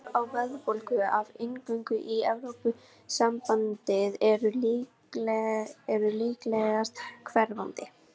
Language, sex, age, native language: Icelandic, female, 18-19, Icelandic